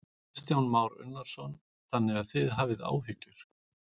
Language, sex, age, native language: Icelandic, male, 40-49, Icelandic